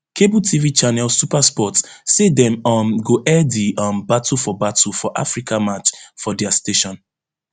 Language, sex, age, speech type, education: Nigerian Pidgin, male, 15-29, spontaneous, tertiary